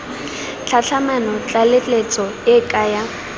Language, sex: Tswana, female